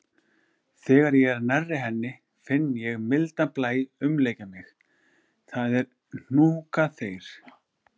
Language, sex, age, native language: Icelandic, male, 40-49, Icelandic